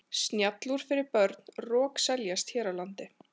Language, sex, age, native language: Icelandic, male, 40-49, Icelandic